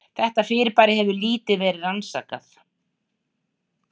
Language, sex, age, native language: Icelandic, female, 60-69, Icelandic